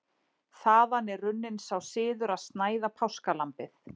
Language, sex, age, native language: Icelandic, female, 40-49, Icelandic